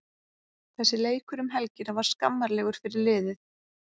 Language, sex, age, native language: Icelandic, female, 30-39, Icelandic